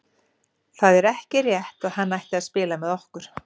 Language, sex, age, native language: Icelandic, female, 50-59, Icelandic